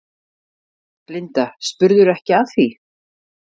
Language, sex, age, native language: Icelandic, female, 50-59, Icelandic